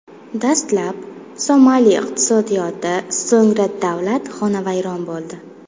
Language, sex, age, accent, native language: Uzbek, female, 19-29, Buxoro, Uzbek